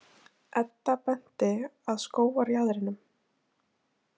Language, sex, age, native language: Icelandic, female, 20-29, Icelandic